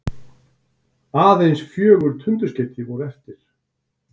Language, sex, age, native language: Icelandic, male, 60-69, Icelandic